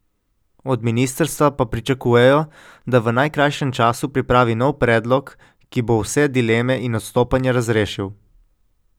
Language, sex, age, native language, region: Slovenian, male, 18-29, Slovenian, Coastal Karst region